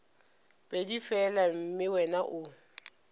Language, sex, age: Northern Sotho, female, 25